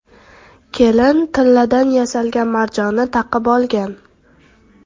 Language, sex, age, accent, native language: Uzbek, female, 12-17, Toshkent viloyati, Uzbek